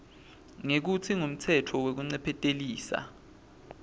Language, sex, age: Swati, male, 20